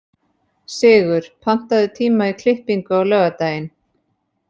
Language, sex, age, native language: Icelandic, female, 30-39, Icelandic